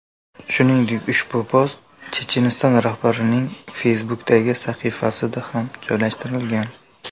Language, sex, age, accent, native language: Uzbek, male, 19-29, Qashqadaryo, Uzbek